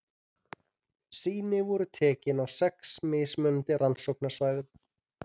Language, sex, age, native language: Icelandic, male, 30-39, Icelandic